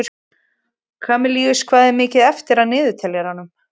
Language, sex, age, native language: Icelandic, female, 20-29, Icelandic